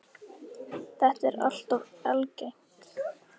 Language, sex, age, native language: Icelandic, female, 18-19, Icelandic